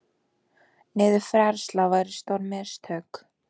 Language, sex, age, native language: Icelandic, female, 18-19, Icelandic